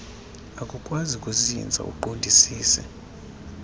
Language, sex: Xhosa, female